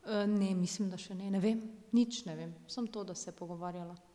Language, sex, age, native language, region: Slovenian, female, 30-49, Slovenian, Drava region